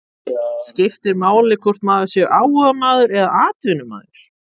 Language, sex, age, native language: Icelandic, male, 30-39, Icelandic